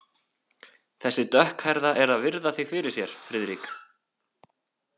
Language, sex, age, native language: Icelandic, male, 18-19, Icelandic